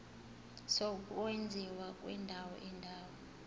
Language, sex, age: Zulu, female, 20